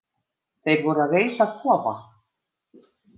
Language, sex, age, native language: Icelandic, female, 50-59, Icelandic